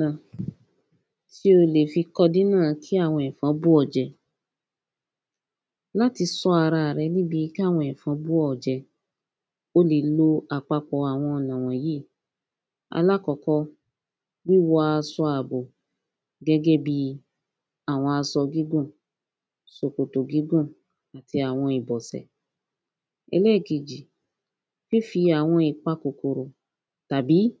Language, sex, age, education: Yoruba, female, 15-29, tertiary